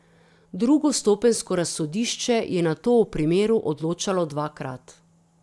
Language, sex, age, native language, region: Slovenian, female, 30-49, Slovenian, Drava region